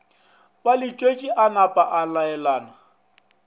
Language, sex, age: Northern Sotho, male, 24